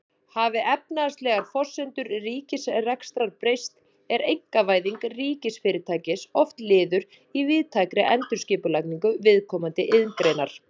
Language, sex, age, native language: Icelandic, female, 30-39, Icelandic